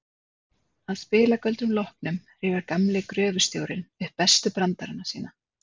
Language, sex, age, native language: Icelandic, female, 30-39, Icelandic